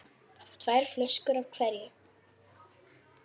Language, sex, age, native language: Icelandic, female, 9, Icelandic